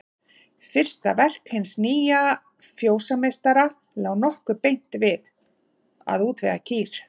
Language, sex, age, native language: Icelandic, female, 40-49, Icelandic